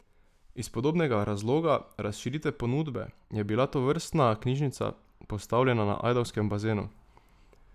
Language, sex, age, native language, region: Slovenian, male, 18-29, Slovenian, Drava region